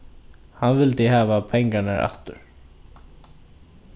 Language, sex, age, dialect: Faroese, male, 15-35, Norðurstreymoy/Eysturoy